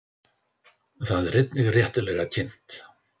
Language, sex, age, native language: Icelandic, male, 60-69, Icelandic